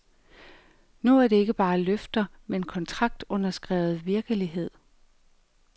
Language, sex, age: Danish, female, 45